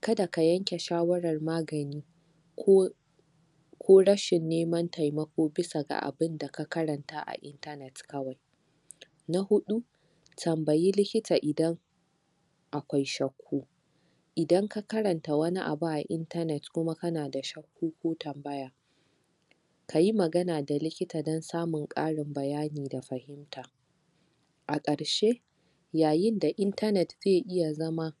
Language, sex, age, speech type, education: Hausa, female, 46-60, spontaneous, tertiary